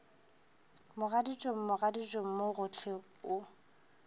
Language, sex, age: Northern Sotho, female, 22